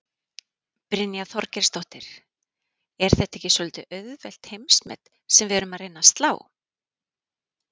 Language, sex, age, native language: Icelandic, female, 40-49, Icelandic